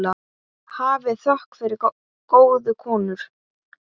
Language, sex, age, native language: Icelandic, male, 8, Icelandic